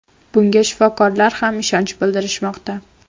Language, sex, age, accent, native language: Uzbek, female, 12-17, Farg'ona, Uzbek